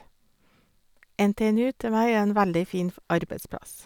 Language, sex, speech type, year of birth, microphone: Norwegian, female, spontaneous, 1956, Sennheiser